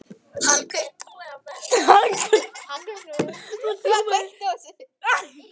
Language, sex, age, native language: Icelandic, female, 11, Icelandic